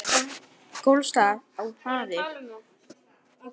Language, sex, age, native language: Icelandic, male, 9, Icelandic